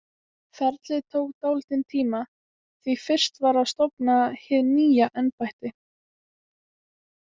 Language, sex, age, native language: Icelandic, female, 18-19, Icelandic